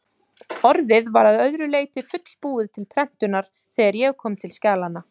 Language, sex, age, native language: Icelandic, female, 30-39, Icelandic